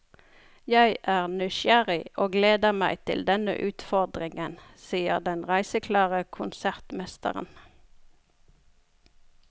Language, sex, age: Norwegian, female, 42